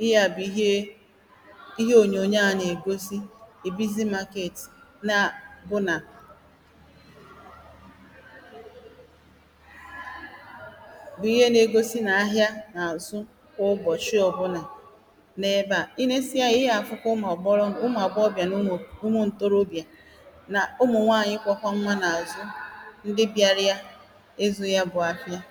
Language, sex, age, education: Igbo, female, 30-45, primary